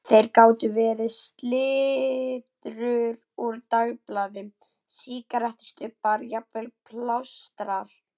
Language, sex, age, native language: Icelandic, female, 11, Icelandic